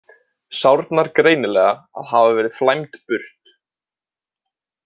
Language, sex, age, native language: Icelandic, male, 20-29, Icelandic